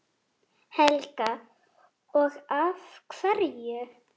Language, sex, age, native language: Icelandic, female, 8, Icelandic